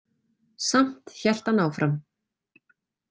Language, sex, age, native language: Icelandic, female, 40-49, Icelandic